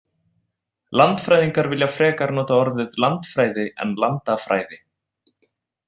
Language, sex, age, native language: Icelandic, male, 20-29, Icelandic